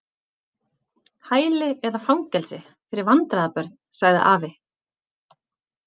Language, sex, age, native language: Icelandic, female, 40-49, Icelandic